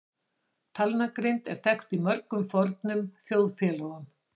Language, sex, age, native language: Icelandic, female, 60-69, Icelandic